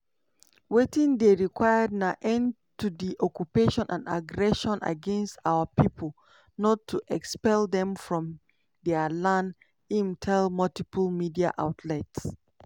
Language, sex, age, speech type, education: Nigerian Pidgin, female, 30-45, spontaneous, tertiary